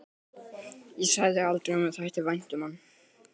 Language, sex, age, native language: Icelandic, male, 12, Icelandic